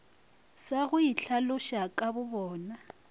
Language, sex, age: Northern Sotho, female, 23